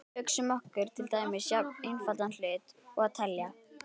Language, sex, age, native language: Icelandic, female, 18-19, Icelandic